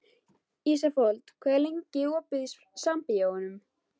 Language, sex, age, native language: Icelandic, female, 12, Icelandic